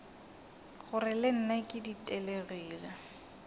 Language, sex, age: Northern Sotho, female, 22